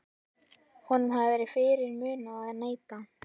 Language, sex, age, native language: Icelandic, female, 13, Icelandic